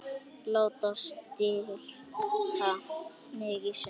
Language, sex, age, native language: Icelandic, male, 9, Icelandic